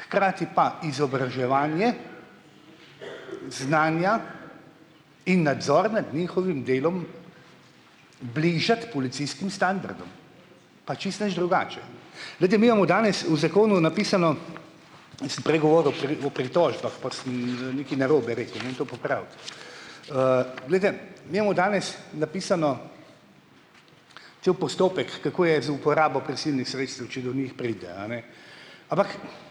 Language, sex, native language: Slovenian, male, Slovenian